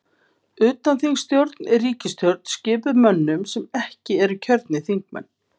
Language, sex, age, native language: Icelandic, female, 50-59, Icelandic